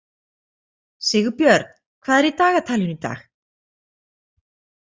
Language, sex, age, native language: Icelandic, female, 40-49, Icelandic